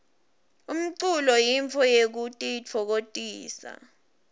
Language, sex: Swati, female